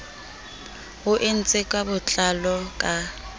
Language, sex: Southern Sotho, female